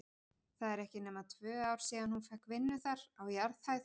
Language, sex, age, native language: Icelandic, female, 40-49, Icelandic